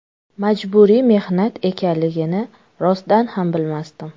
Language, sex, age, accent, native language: Uzbek, female, 25-34, Toshkent shahri, Uzbek